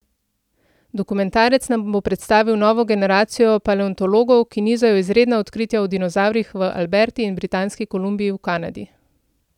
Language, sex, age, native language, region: Slovenian, female, 30-49, Slovenian, Central Slovenia